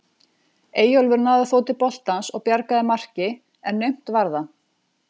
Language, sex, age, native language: Icelandic, female, 40-49, Icelandic